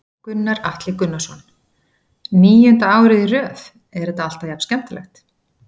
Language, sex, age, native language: Icelandic, female, 40-49, Icelandic